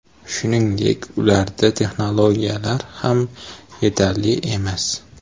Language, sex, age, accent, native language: Uzbek, male, 18-24, Toshkent shahri, Uzbek